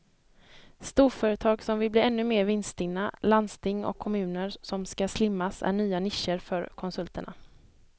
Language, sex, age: Swedish, female, 23